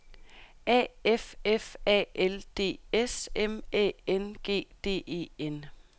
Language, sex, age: Danish, female, 32